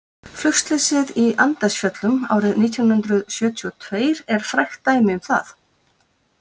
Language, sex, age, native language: Icelandic, female, 50-59, Icelandic